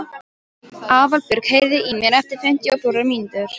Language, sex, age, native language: Icelandic, female, 13, Polish